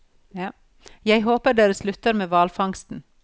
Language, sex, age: Norwegian, female, 54